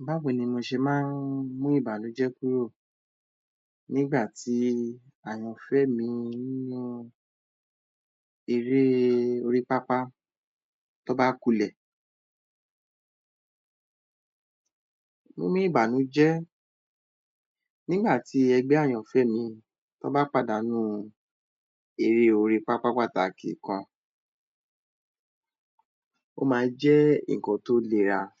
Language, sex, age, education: Yoruba, male, 30-45, tertiary